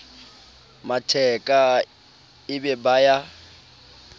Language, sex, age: Southern Sotho, male, 30